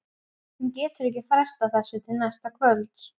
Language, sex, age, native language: Icelandic, female, 11, Icelandic